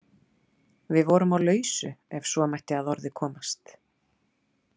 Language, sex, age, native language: Icelandic, female, 30-39, Icelandic